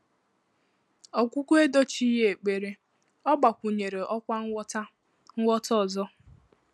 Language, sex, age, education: Igbo, female, 15-29, tertiary